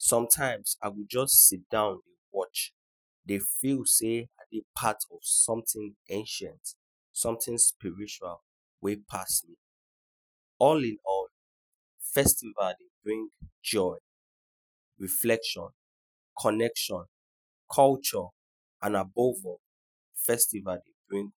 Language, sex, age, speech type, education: Nigerian Pidgin, male, 15-29, spontaneous, tertiary